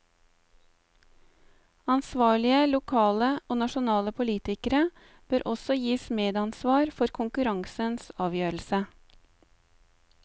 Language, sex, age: Norwegian, female, 35